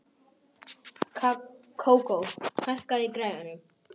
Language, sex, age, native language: Icelandic, male, 18-19, Polish